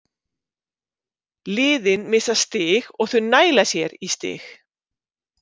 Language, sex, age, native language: Icelandic, female, 50-59, Icelandic